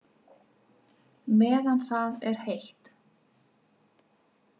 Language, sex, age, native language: Icelandic, female, 50-59, Icelandic